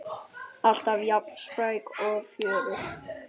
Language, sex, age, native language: Icelandic, male, 9, Icelandic